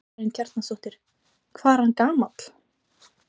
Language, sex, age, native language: Icelandic, female, 20-29, Icelandic